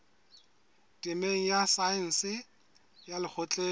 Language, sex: Southern Sotho, male